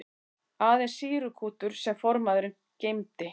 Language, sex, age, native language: Icelandic, female, 40-49, Icelandic